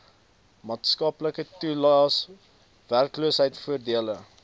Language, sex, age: Afrikaans, male, 20